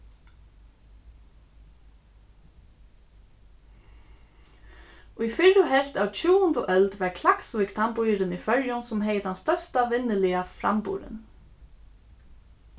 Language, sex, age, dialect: Faroese, female, 15-35, Suðurstreymoy